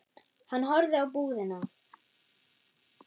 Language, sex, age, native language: Icelandic, female, 9, German